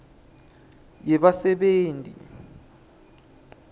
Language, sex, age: Swati, male, 20